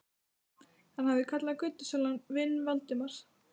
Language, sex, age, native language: Icelandic, female, 12, Icelandic